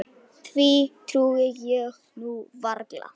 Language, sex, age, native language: Icelandic, male, 9, Icelandic